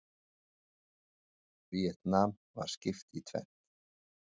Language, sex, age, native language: Icelandic, male, 40-49, Icelandic